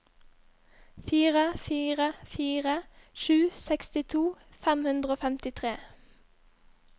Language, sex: Norwegian, female